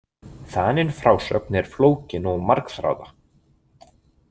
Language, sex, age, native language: Icelandic, male, 20-29, Icelandic